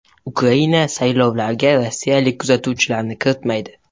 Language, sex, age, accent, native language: Uzbek, male, 18-24, Toshkent shahri, Uzbek